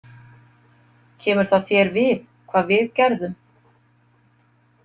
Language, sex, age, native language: Icelandic, female, 50-59, Icelandic